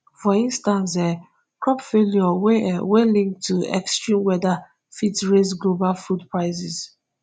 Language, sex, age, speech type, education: Nigerian Pidgin, female, 15-29, spontaneous, tertiary